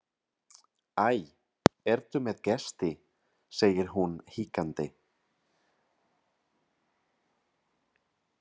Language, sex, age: Icelandic, male, 30-39